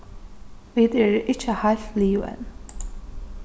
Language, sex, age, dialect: Faroese, female, 36-60, Suðurstreymoy